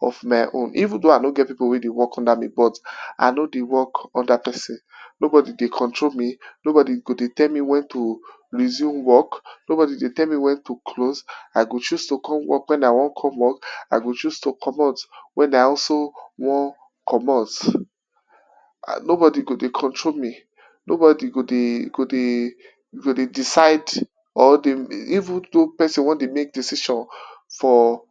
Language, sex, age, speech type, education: Nigerian Pidgin, male, 15-29, spontaneous, tertiary